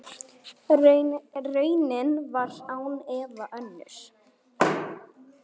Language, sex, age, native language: Icelandic, female, 9, Icelandic